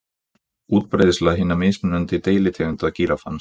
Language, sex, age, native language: Icelandic, male, 20-29, Icelandic